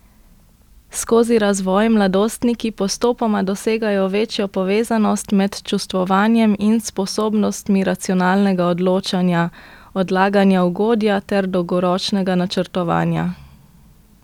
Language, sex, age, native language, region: Slovenian, female, 18-29, Slovenian, Central Slovenia